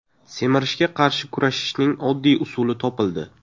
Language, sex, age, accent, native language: Uzbek, male, 18-24, Navoiy, Uzbek